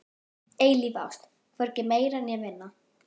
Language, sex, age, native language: Icelandic, female, 12, Icelandic